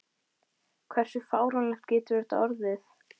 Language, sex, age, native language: Icelandic, female, 12, Icelandic